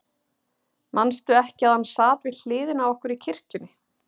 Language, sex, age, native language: Icelandic, female, 30-39, Icelandic